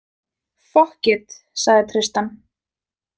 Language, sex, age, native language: Icelandic, female, 20-29, Icelandic